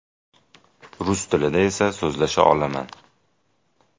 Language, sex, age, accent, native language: Uzbek, male, 18-24, Jizzax, Uzbek